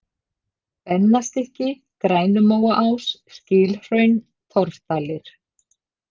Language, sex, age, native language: Icelandic, female, 50-59, Icelandic